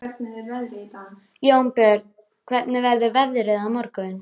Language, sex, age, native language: Icelandic, female, 13, Icelandic